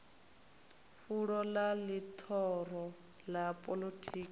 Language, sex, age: Venda, female, 33